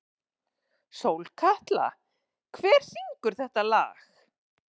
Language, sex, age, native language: Icelandic, female, 40-49, Icelandic